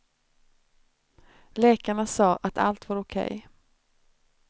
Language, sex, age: Swedish, female, 29